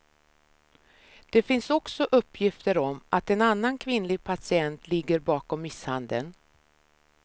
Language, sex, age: Swedish, female, 53